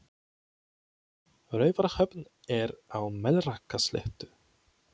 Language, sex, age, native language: Icelandic, male, 20-29, Polish